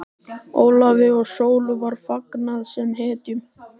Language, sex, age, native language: Icelandic, male, 13, Icelandic